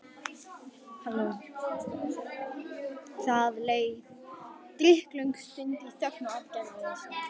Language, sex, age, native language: Icelandic, female, 11, Icelandic